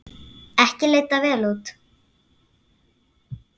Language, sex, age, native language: Icelandic, female, 9, Icelandic